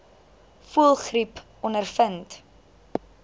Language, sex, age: Afrikaans, female, 19